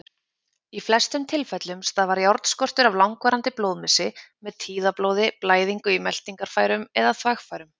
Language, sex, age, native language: Icelandic, female, 30-39, Icelandic